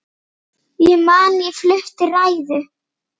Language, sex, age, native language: Icelandic, male, 8, Icelandic